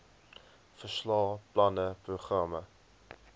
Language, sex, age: Afrikaans, male, 20